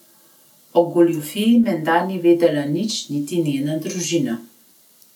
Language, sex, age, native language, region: Slovenian, female, 30-49, Slovenian, Gorenjska region